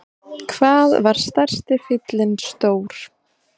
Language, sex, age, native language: Icelandic, female, 20-29, Icelandic